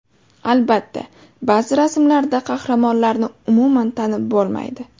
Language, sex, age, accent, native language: Uzbek, female, 18-24, Farg'ona, Uzbek